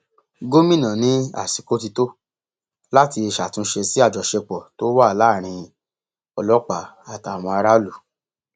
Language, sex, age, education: Yoruba, male, 30-45, tertiary